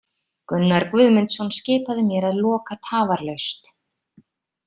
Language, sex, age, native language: Icelandic, female, 30-39, Icelandic